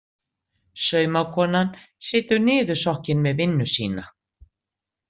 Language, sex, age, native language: Icelandic, female, 60-69, Icelandic